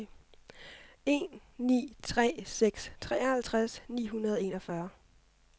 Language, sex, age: Danish, female, 26